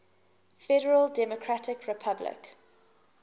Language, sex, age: English, female, 19